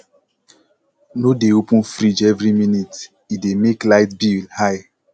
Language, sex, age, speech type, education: Nigerian Pidgin, male, 15-29, spontaneous, tertiary